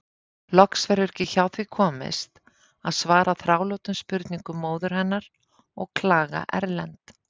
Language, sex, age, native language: Icelandic, female, 50-59, Icelandic